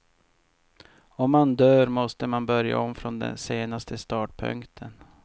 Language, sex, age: Swedish, male, 50